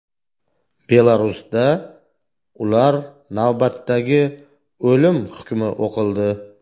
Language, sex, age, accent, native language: Uzbek, male, 40-49, Toshkent viloyati, Uzbek